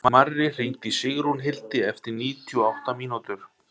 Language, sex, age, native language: Icelandic, male, 30-39, Icelandic